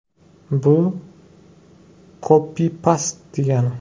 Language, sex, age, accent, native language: Uzbek, male, 25-34, Jizzax, Uzbek